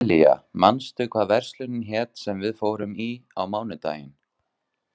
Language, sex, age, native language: Icelandic, male, 20-29, Icelandic